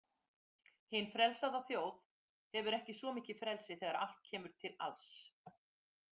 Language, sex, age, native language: Icelandic, female, 50-59, Icelandic